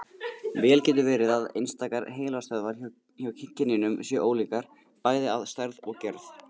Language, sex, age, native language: Icelandic, male, 18-19, Icelandic